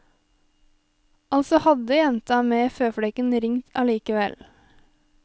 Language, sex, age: Norwegian, female, 23